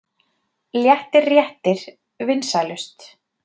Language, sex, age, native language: Icelandic, female, 30-39, Icelandic